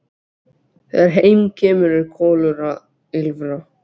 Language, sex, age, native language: Icelandic, other, 12, Icelandic